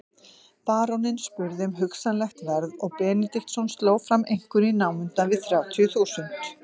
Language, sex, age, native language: Icelandic, female, 50-59, Icelandic